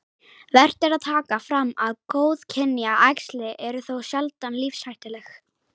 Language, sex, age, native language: Icelandic, female, 18-19, Icelandic